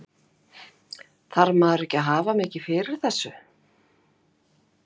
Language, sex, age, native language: Icelandic, female, 50-59, Icelandic